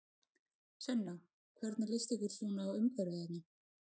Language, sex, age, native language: Icelandic, female, 20-29, Icelandic